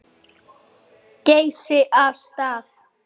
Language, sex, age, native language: Icelandic, male, 8, Icelandic